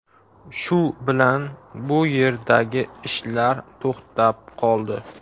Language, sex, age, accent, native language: Uzbek, male, 18-24, Farg'ona, Uzbek